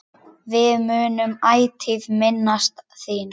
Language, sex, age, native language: Icelandic, male, 10, Icelandic